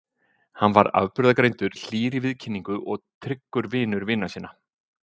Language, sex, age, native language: Icelandic, male, 50-59, Icelandic